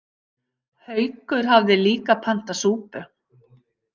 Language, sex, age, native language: Icelandic, female, 50-59, Icelandic